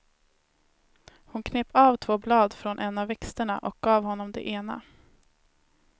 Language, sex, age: Swedish, female, 19